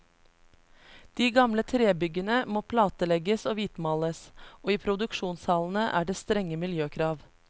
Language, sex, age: Norwegian, female, 33